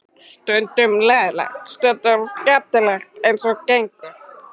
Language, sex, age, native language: Icelandic, female, 12, Icelandic